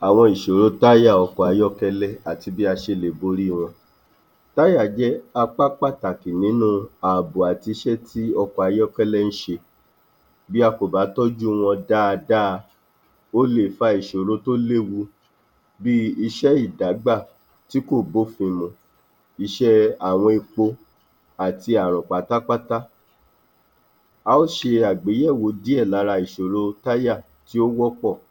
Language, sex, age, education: Yoruba, male, 46-60, tertiary